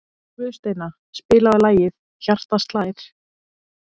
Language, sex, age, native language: Icelandic, female, 30-39, Icelandic